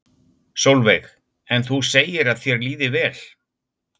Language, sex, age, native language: Icelandic, male, 60-69, Icelandic